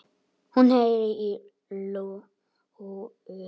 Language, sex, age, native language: Icelandic, male, 8, Icelandic